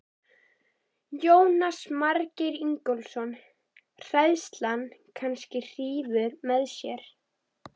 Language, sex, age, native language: Icelandic, female, 11, Icelandic